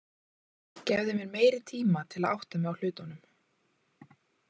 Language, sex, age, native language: Icelandic, female, 20-29, Icelandic